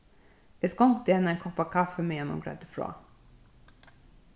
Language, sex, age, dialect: Faroese, female, 36-60, Suðurstreymoy